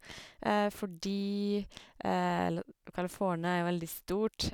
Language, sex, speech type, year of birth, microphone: Norwegian, female, spontaneous, 1982, Sennheiser